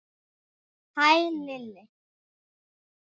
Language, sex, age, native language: Icelandic, male, 9, Icelandic